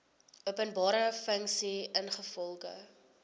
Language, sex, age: Afrikaans, female, 22